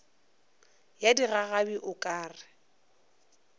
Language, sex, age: Northern Sotho, female, 24